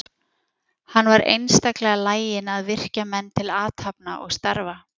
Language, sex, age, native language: Icelandic, female, 40-49, Icelandic